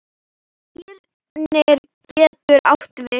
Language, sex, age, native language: Icelandic, female, 8, Icelandic